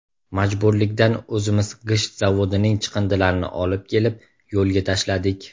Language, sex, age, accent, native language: Uzbek, male, 18-24, Andijon, Uzbek